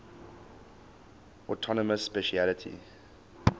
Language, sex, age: English, male, 19